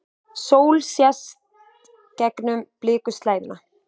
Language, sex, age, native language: Icelandic, female, 20-29, Icelandic